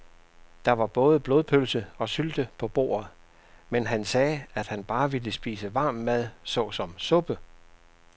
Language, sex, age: Danish, male, 67